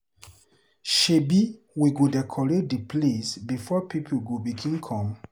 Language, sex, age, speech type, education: Nigerian Pidgin, male, 30-45, read, tertiary